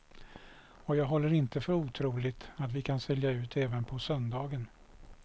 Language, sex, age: Swedish, male, 61